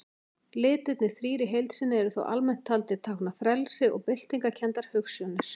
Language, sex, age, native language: Icelandic, female, 40-49, Icelandic